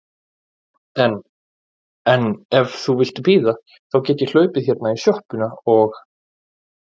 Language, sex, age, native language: Icelandic, male, 40-49, Icelandic